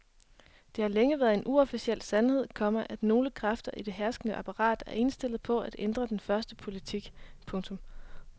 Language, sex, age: Danish, female, 23